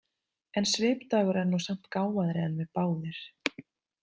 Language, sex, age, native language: Icelandic, female, 30-39, Icelandic